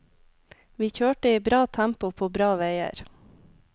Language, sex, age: Norwegian, female, 26